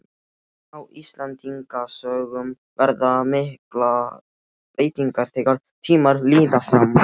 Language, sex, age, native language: Icelandic, male, 12, Icelandic